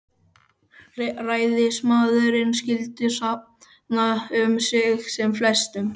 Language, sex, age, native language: Icelandic, male, 12, Icelandic